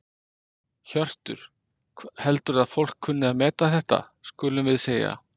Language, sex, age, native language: Icelandic, male, 50-59, Icelandic